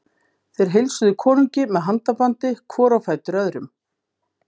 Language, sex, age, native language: Icelandic, female, 50-59, Icelandic